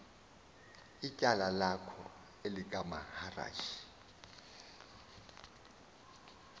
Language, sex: Xhosa, male